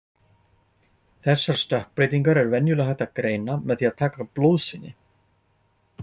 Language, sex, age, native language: Icelandic, male, 40-49, Icelandic